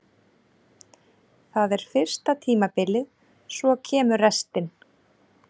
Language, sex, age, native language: Icelandic, female, 30-39, Icelandic